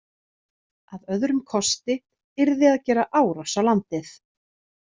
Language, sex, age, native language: Icelandic, female, 30-39, Icelandic